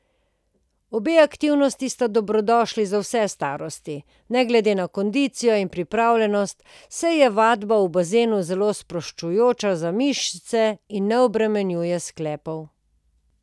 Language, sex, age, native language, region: Slovenian, female, 50-59, Slovenian, Posavska region